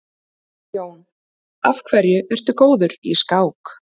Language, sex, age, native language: Icelandic, female, 20-29, Icelandic